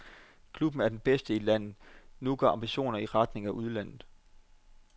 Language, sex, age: Danish, male, 25